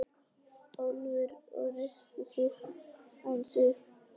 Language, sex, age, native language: Icelandic, male, 11, Icelandic